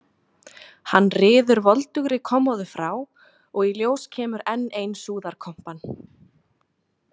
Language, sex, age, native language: Icelandic, female, 20-29, Icelandic